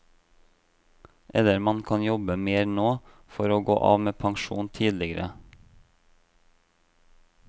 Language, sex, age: Norwegian, male, 26